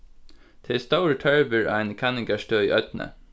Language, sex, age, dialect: Faroese, male, 15-35, Suðurstreymoy